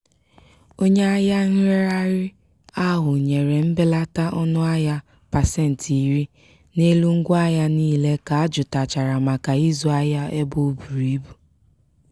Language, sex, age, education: Igbo, female, 15-29, tertiary